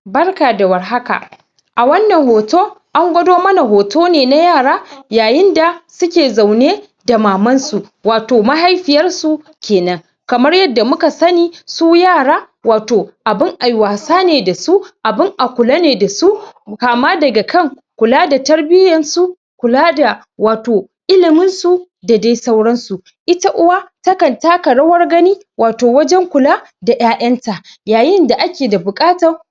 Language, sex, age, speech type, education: Hausa, male, 15-29, spontaneous, secondary